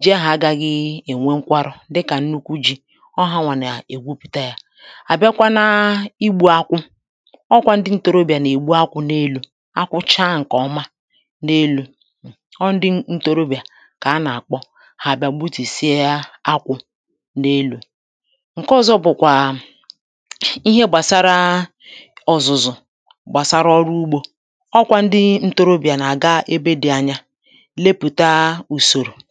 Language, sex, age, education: Igbo, female, 30-45, tertiary